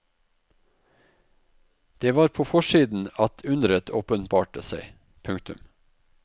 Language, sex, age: Norwegian, male, 44